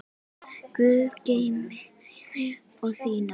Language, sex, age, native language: Icelandic, female, 10, Icelandic